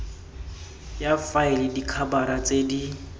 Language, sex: Tswana, male